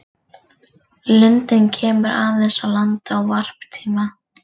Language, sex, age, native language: Icelandic, female, 40-49, Icelandic